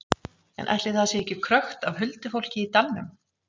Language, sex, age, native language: Icelandic, female, 40-49, Icelandic